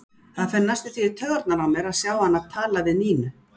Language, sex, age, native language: Icelandic, female, 60-69, Icelandic